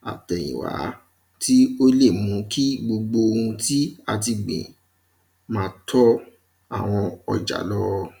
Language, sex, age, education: Yoruba, male, 15-29, primary